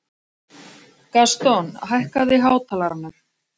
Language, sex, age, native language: Icelandic, female, 40-49, Icelandic